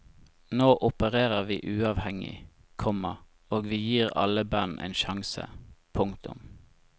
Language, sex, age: Norwegian, male, 25